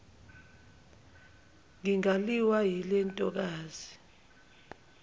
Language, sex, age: Zulu, female, 22